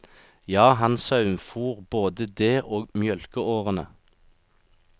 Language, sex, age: Norwegian, male, 36